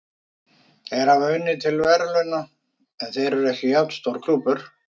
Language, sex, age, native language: Icelandic, male, 50-59, Icelandic